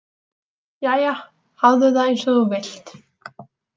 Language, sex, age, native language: Icelandic, female, 18-19, Icelandic